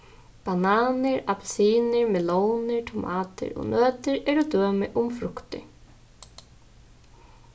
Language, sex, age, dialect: Faroese, female, 15-35, Suðurstreymoy